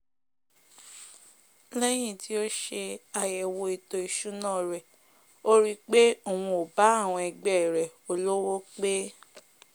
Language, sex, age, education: Yoruba, female, 15-29, tertiary